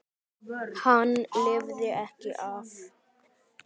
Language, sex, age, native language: Icelandic, male, 10, Icelandic